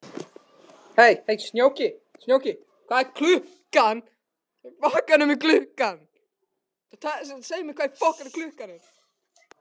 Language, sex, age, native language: Icelandic, other, 60-69, Russian